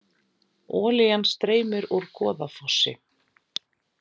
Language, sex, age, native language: Icelandic, female, 40-49, Icelandic